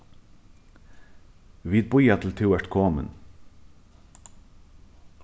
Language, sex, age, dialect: Faroese, male, 15-35, Norðuroyggjar